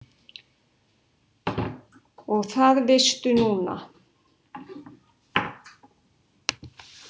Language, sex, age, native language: Icelandic, female, 60-69, Icelandic